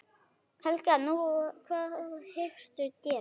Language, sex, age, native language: Icelandic, female, 9, Icelandic